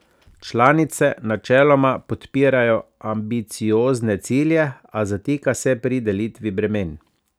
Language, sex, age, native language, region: Slovenian, male, 30-49, Slovenian, Savinja region